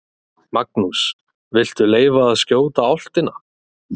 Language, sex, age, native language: Icelandic, male, 20-29, Icelandic